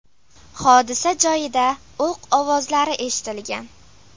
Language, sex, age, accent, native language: Uzbek, female, 12-17, Farg'ona, Uzbek